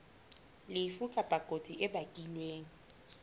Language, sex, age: Southern Sotho, female, 22